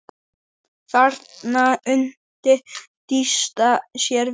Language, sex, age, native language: Icelandic, male, 8, Icelandic